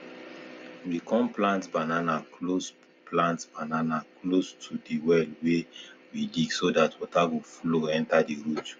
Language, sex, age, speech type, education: Nigerian Pidgin, male, 15-29, spontaneous, tertiary